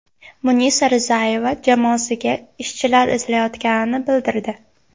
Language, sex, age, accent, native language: Uzbek, female, 19-29, Andijon, Uzbek